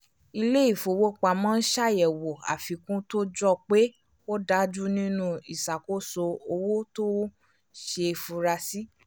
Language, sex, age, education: Yoruba, female, 15-29, tertiary